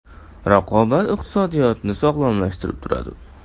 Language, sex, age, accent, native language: Uzbek, male, 18-24, Navoiy, Uzbek